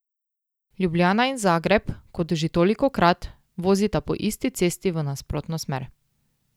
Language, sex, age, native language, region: Slovenian, female, 18-29, Slovenian, Drava region